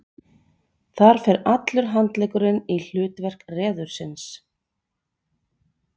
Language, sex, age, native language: Icelandic, female, 40-49, Icelandic